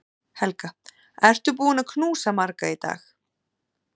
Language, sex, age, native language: Icelandic, female, 30-39, Icelandic